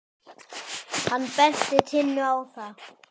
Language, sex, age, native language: Icelandic, male, 18-19, Icelandic